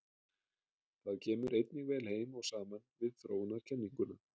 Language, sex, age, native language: Icelandic, male, 30-39, Icelandic